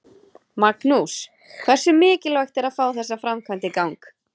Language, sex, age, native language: Icelandic, female, 30-39, Icelandic